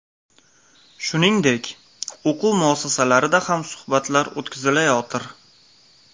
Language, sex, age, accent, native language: Uzbek, male, 18-24, Farg'ona, Uzbek